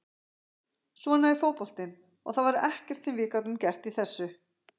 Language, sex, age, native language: Icelandic, female, 50-59, Icelandic